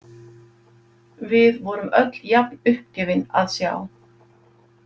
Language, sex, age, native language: Icelandic, female, 50-59, Icelandic